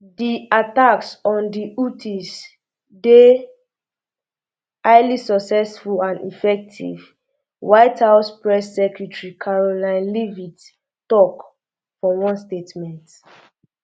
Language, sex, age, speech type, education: Nigerian Pidgin, female, 15-29, spontaneous, secondary